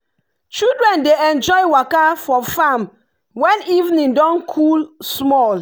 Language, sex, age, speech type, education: Nigerian Pidgin, female, 30-45, spontaneous, tertiary